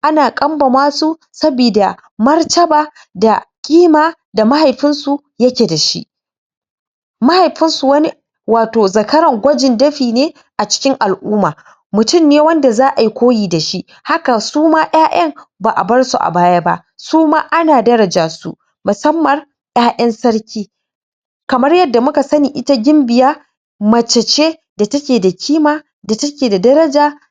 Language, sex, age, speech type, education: Hausa, female, 15-29, spontaneous, tertiary